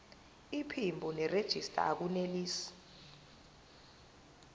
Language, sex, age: Zulu, female, 22